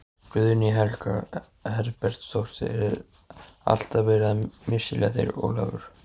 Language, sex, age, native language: Icelandic, male, 14, Icelandic